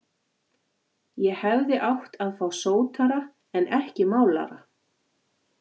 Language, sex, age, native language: Icelandic, female, 40-49, Icelandic